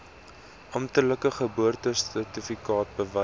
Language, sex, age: Afrikaans, male, 19